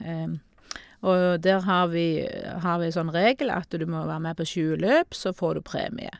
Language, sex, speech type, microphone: Norwegian, female, spontaneous, Shure